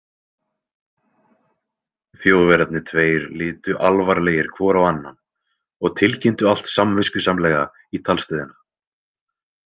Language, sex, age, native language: Icelandic, male, 20-29, Icelandic